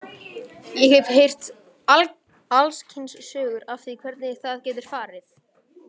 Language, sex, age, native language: Icelandic, male, 18-19, Icelandic